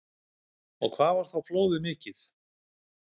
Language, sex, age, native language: Icelandic, male, 50-59, Icelandic